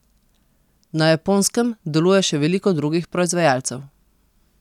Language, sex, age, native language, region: Slovenian, female, 30-49, Slovenian, Posavska region